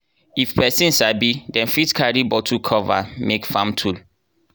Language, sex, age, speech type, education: Nigerian Pidgin, male, 30-45, spontaneous, tertiary